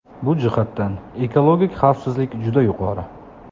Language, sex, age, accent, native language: Uzbek, male, 25-34, Samarqand, Uzbek